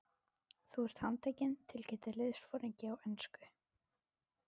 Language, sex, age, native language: Icelandic, female, 12, Icelandic